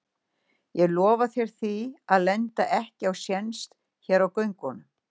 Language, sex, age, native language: Icelandic, female, 60-69, Icelandic